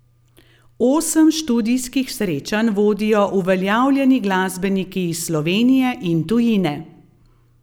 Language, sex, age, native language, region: Slovenian, female, 50-59, Slovenian, Gorenjska region